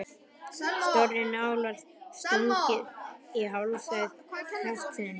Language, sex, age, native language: Icelandic, male, 11, Icelandic